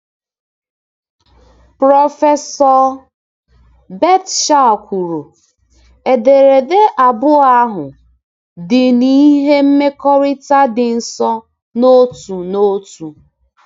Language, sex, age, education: Igbo, female, 15-29, tertiary